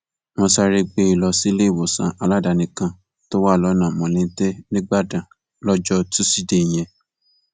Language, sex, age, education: Yoruba, male, 15-29, tertiary